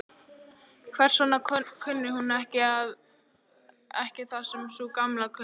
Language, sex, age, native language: Icelandic, female, 15, Icelandic